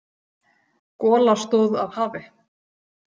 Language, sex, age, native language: Icelandic, female, 40-49, Icelandic